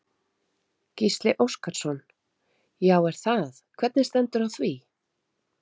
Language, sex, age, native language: Icelandic, female, 30-39, Icelandic